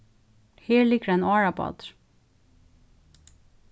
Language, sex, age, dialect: Faroese, female, 36-60, Suðurstreymoy